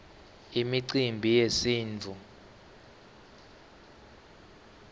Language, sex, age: Swati, male, 18